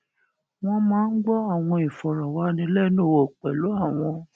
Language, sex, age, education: Yoruba, female, 46-60, tertiary